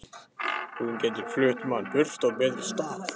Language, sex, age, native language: Icelandic, male, 15, Icelandic